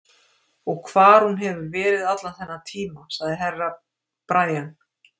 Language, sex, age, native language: Icelandic, female, 50-59, Icelandic